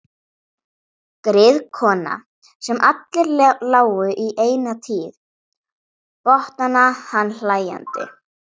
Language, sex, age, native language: Icelandic, female, 11, Icelandic